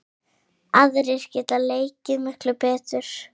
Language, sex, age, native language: Icelandic, female, 8, Icelandic